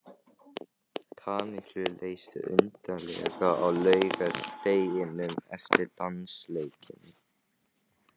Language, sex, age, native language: Icelandic, male, 18-19, Chinese